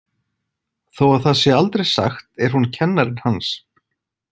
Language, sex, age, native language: Icelandic, male, 40-49, Icelandic